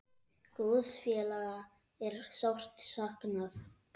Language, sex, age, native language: Icelandic, male, 8, Icelandic